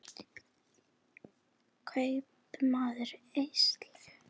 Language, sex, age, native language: Icelandic, female, 20-29, Icelandic